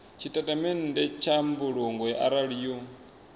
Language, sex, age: Venda, male, 24